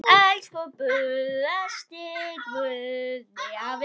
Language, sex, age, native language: Icelandic, male, 9, Icelandic